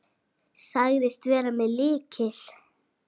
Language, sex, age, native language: Icelandic, female, 8, Icelandic